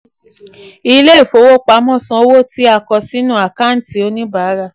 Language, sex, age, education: Yoruba, female, 15-29, tertiary